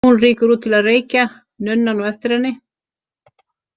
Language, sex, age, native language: Icelandic, female, 50-59, Icelandic